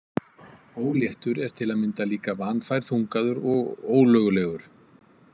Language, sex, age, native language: Icelandic, male, 50-59, Icelandic